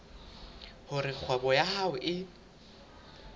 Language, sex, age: Southern Sotho, male, 21